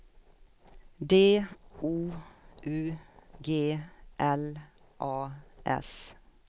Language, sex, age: Swedish, female, 56